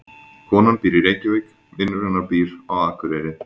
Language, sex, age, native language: Icelandic, male, 20-29, Icelandic